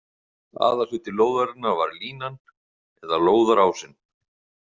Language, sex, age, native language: Icelandic, male, 50-59, Icelandic